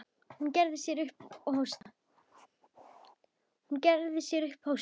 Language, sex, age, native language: Icelandic, female, 10, Icelandic